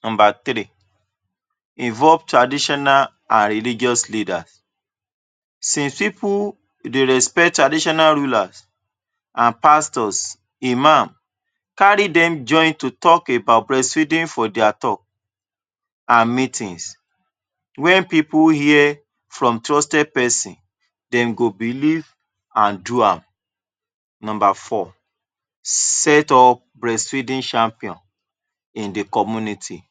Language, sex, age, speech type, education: Nigerian Pidgin, male, 30-45, spontaneous, tertiary